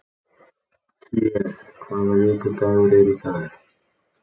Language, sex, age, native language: Icelandic, male, 30-39, Icelandic